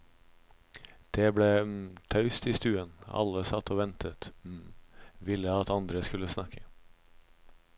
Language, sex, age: Norwegian, male, 26